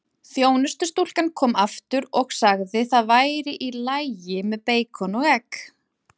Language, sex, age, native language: Icelandic, female, 40-49, Icelandic